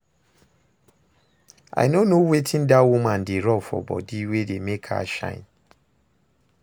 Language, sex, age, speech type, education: Nigerian Pidgin, male, 30-45, read, secondary